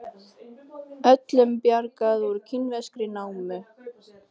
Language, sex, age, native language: Icelandic, female, 20-29, Icelandic